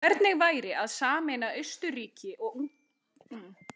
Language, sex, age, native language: Icelandic, female, 30-39, Icelandic